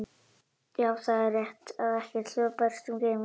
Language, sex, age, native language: Icelandic, male, 18-19, Icelandic